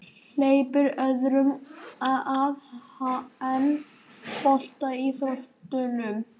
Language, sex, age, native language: Icelandic, male, 18-19, Icelandic